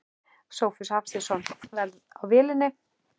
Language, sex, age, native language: Icelandic, male, 11, Icelandic